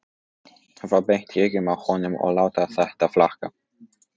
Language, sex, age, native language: Icelandic, male, 14, Polish